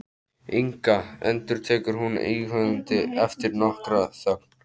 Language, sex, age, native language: Icelandic, male, 13, Icelandic